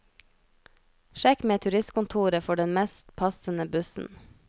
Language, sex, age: Norwegian, female, 33